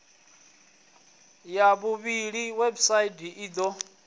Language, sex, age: Venda, male, 20